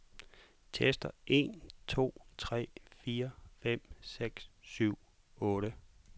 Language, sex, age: Danish, male, 44